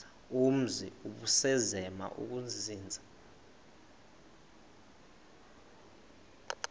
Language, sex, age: Xhosa, male, 22